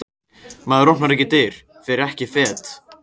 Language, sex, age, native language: Icelandic, male, 14, Icelandic